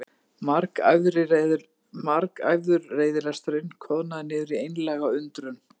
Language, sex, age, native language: Icelandic, female, 50-59, Icelandic